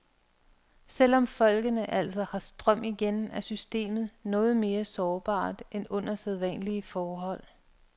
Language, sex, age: Danish, female, 42